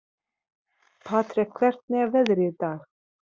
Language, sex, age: Icelandic, female, 30-39